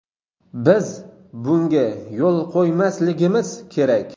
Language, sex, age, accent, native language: Uzbek, male, 18-24, Qoraqalpog'iston, Uzbek